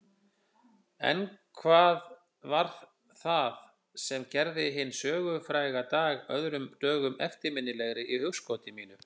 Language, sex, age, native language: Icelandic, male, 50-59, Icelandic